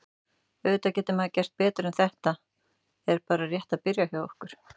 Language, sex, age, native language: Icelandic, female, 30-39, Icelandic